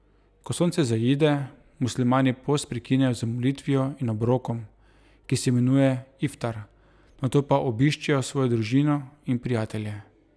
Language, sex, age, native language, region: Slovenian, male, 30-49, Slovenian, Drava region